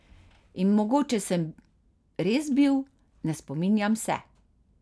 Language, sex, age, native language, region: Slovenian, female, 50-59, Slovenian, Carinthia region